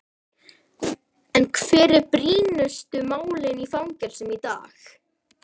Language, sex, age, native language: Icelandic, female, 11, Icelandic